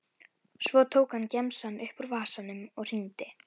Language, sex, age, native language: Icelandic, female, 11, Icelandic